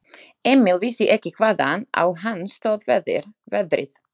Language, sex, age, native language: Icelandic, female, 20-29, Slovak